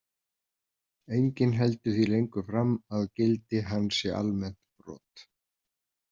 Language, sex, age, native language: Icelandic, male, 50-59, Icelandic